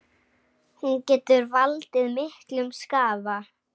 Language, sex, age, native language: Icelandic, female, 8, Icelandic